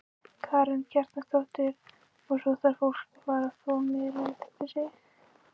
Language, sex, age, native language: Icelandic, female, 16, Icelandic